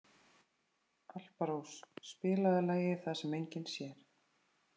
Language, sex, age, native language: Icelandic, female, 30-39, Icelandic